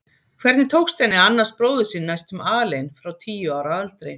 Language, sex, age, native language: Icelandic, female, 50-59, Icelandic